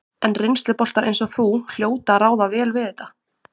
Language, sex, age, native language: Icelandic, female, 20-29, Icelandic